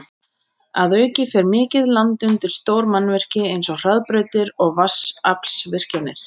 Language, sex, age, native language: Icelandic, female, 30-39, Icelandic